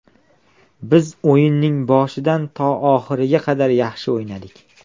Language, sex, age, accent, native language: Uzbek, male, 19-29, Andijon, Uzbek